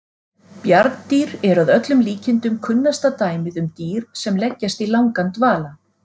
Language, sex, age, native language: Icelandic, female, 40-49, Icelandic